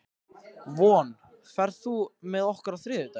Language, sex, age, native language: Icelandic, male, 13, Icelandic